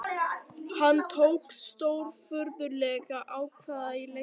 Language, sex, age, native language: Icelandic, other, 18-19, Icelandic